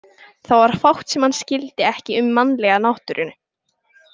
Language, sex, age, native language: Icelandic, male, 18-19, Icelandic